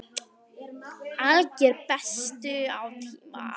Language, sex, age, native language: Icelandic, female, 9, Icelandic